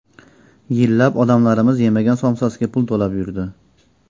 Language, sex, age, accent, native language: Uzbek, male, 25-34, Andijon, Uzbek